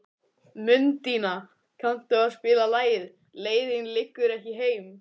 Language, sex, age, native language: Icelandic, male, 14, Icelandic